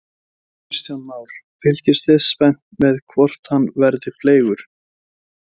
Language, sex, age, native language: Icelandic, male, 20-29, Icelandic